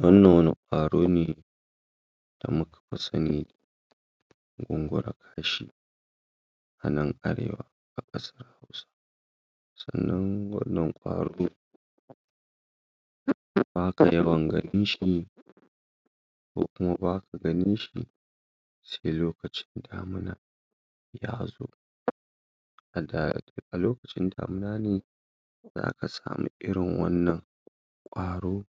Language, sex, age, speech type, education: Hausa, female, 60+, spontaneous, secondary